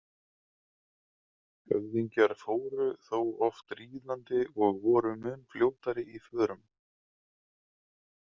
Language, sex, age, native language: Icelandic, male, 30-39, Icelandic